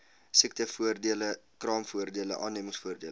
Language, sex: Afrikaans, male